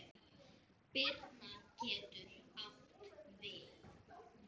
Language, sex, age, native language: Icelandic, female, 10, Icelandic